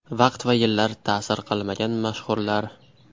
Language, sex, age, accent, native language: Uzbek, male, 12-17, Andijon, Uzbek